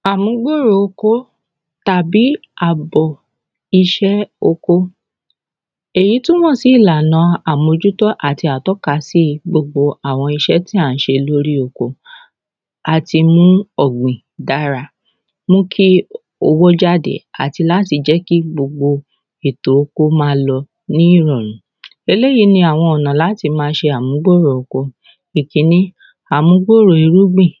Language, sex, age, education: Yoruba, female, 30-45, secondary